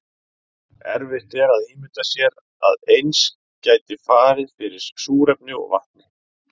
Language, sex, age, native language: Icelandic, male, 30-39, Icelandic